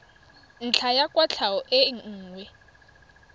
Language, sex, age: Tswana, female, 21